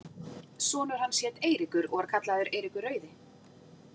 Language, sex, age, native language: Icelandic, female, 40-49, Icelandic